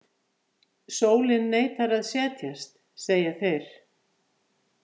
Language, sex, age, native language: Icelandic, female, 50-59, Icelandic